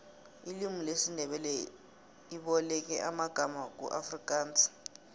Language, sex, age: South Ndebele, female, 23